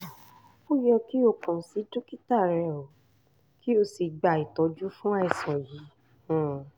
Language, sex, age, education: Yoruba, female, 30-45, tertiary